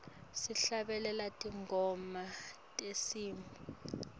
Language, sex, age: Swati, female, 18